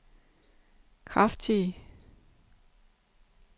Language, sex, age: Danish, female, 32